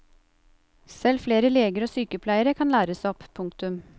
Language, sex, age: Norwegian, female, 28